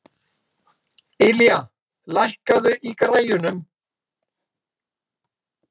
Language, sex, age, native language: Icelandic, male, 60-69, Icelandic